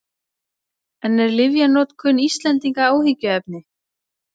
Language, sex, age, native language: Icelandic, female, 20-29, Icelandic